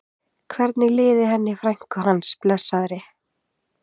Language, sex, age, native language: Icelandic, female, 20-29, Icelandic